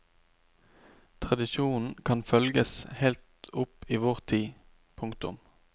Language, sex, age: Norwegian, male, 29